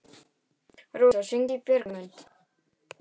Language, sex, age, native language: Icelandic, female, 18-19, Icelandic